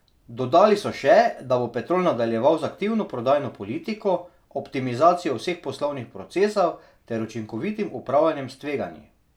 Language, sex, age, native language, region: Slovenian, male, 30-49, Slovenian, Drava region